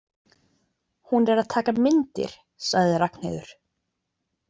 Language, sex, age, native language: Icelandic, female, 20-29, Icelandic